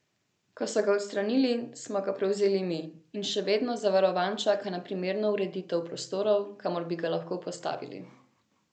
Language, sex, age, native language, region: Slovenian, female, 18-29, Slovenian, Central Slovenia